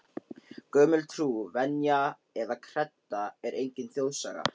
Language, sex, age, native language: Icelandic, male, 13, Icelandic